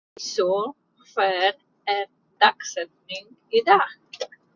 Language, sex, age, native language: Icelandic, female, 30-39, Polish